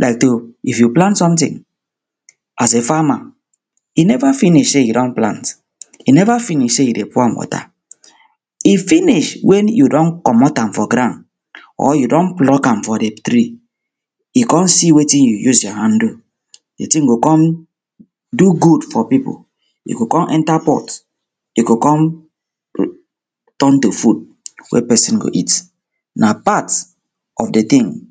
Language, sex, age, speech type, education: Nigerian Pidgin, male, 30-45, spontaneous, tertiary